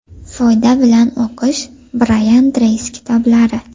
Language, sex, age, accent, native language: Uzbek, female, 18-24, Farg'ona, Uzbek